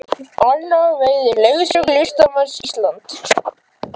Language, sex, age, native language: Icelandic, female, 18-19, Icelandic